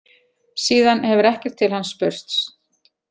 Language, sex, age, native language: Icelandic, female, 40-49, Icelandic